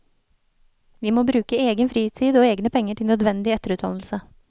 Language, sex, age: Norwegian, female, 29